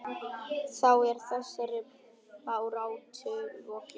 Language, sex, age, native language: Icelandic, male, 10, Vietnamese